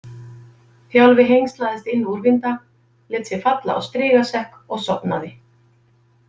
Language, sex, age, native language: Icelandic, female, 50-59, Icelandic